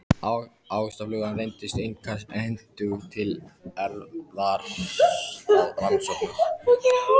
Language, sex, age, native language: Icelandic, male, 14, Icelandic